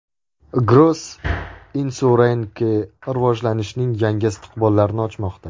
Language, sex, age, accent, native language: Uzbek, male, 18-24, Andijon, Uzbek